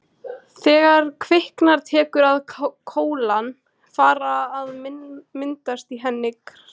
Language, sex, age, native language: Icelandic, female, 18-19, Icelandic